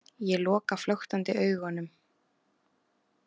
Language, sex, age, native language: Icelandic, female, 20-29, Icelandic